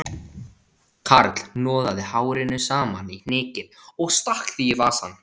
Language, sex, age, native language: Icelandic, male, 16, Icelandic